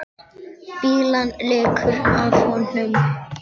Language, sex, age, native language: Icelandic, male, 10, Icelandic